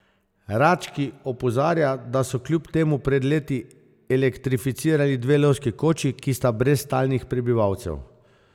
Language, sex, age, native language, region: Slovenian, male, 50-59, Slovenian, Zasavska region